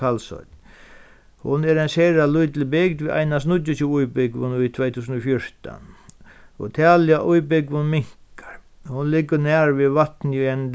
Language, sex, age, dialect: Faroese, male, 36-60, Sandoy